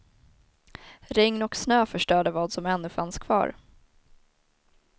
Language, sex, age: Swedish, female, 19